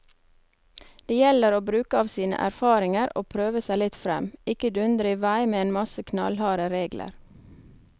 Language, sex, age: Norwegian, female, 23